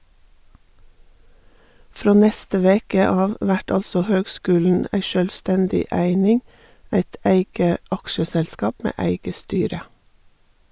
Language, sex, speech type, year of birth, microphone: Norwegian, female, read, 1958, Sennheiser